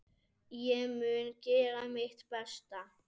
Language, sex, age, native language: Icelandic, male, 7, Icelandic